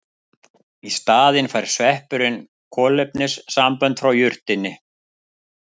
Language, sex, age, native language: Icelandic, male, 50-59, Icelandic